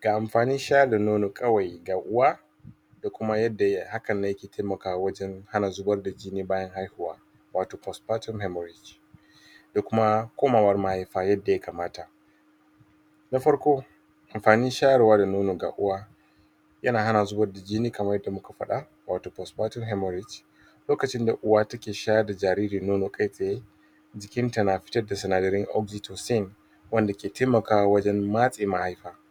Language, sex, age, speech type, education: Hausa, male, 30-45, spontaneous, tertiary